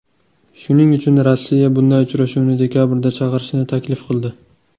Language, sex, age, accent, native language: Uzbek, male, 19-29, Toshkent shahri, Uzbek